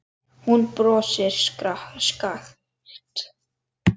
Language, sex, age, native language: Icelandic, male, 10, Icelandic